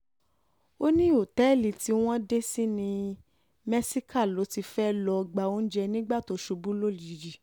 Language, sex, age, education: Yoruba, female, 15-29, tertiary